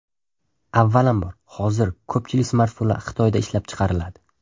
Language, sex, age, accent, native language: Uzbek, male, 12-17, Toshkent shahri, Uzbek